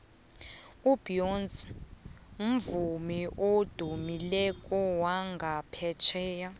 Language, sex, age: South Ndebele, female, 22